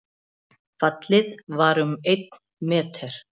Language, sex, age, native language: Icelandic, female, 40-49, Icelandic